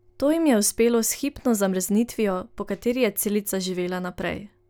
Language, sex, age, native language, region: Slovenian, female, 18-29, Slovenian, Drava region